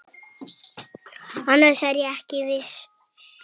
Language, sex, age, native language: Icelandic, male, 7, Icelandic